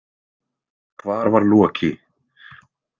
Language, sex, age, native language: Icelandic, male, 20-29, Icelandic